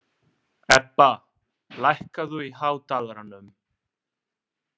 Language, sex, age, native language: Icelandic, male, 20-29, Italian